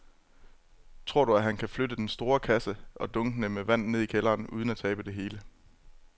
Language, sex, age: Danish, male, 27